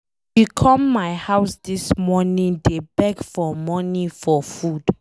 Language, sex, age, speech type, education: Nigerian Pidgin, female, 15-29, read, secondary